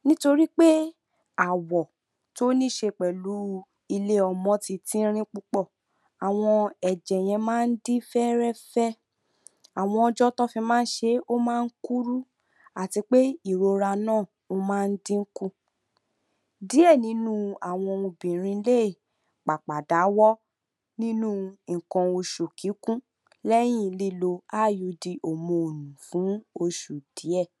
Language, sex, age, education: Yoruba, female, 46-60, tertiary